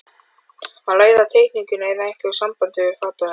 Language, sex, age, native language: Icelandic, male, 12, Icelandic